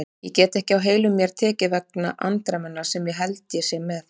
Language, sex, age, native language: Icelandic, female, 30-39, Icelandic